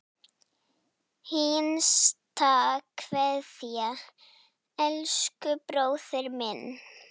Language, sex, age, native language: Icelandic, female, 9, Icelandic